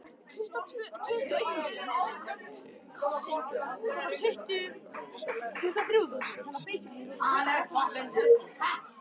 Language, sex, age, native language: Icelandic, male, 13, Icelandic